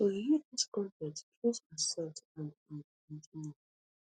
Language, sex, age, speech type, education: Nigerian Pidgin, female, 15-29, spontaneous, tertiary